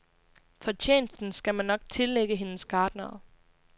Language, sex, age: Danish, female, 20